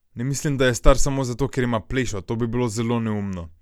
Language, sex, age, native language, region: Slovenian, male, 18-29, Slovenian, Gorenjska region